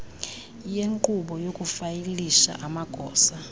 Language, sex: Xhosa, female